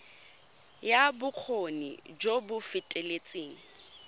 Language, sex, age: Tswana, female, 22